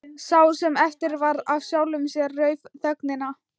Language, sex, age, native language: Icelandic, female, 13, Thai